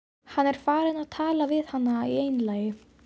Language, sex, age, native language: Icelandic, female, 12, Icelandic